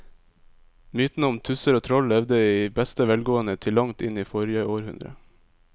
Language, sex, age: Norwegian, male, 22